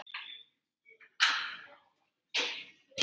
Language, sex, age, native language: Icelandic, male, 10, Icelandic